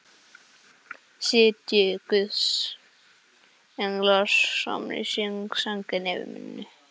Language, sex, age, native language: Icelandic, male, 11, English